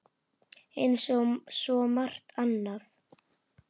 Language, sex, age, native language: Icelandic, female, 8, Icelandic